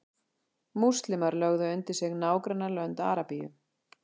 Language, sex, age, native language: Icelandic, female, 40-49, Icelandic